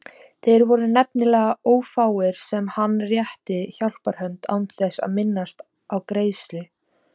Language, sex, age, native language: Icelandic, female, 17, Icelandic